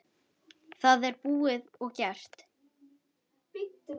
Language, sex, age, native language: Icelandic, female, 10, Icelandic